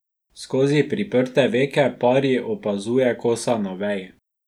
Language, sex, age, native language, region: Slovenian, male, 12-17, Slovenian, Drava region